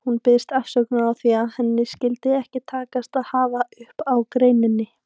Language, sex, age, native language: Icelandic, female, 18-19, Icelandic